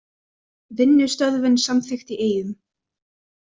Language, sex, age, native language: Icelandic, female, 20-29, Icelandic